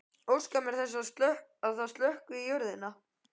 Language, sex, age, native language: Icelandic, male, 12, Icelandic